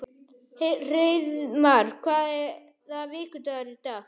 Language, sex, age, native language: Icelandic, other, 12, Icelandic